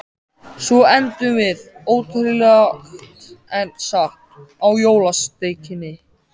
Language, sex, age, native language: Icelandic, male, 14, Icelandic